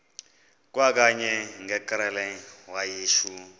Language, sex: Xhosa, male